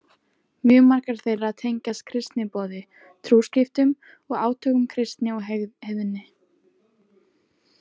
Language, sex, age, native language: Icelandic, female, 20-29, Icelandic